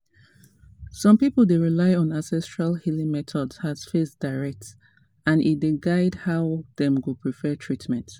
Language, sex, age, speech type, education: Nigerian Pidgin, female, 30-45, spontaneous, tertiary